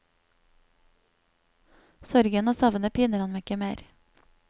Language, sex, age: Norwegian, female, 27